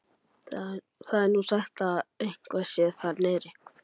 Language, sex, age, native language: Icelandic, male, 11, Icelandic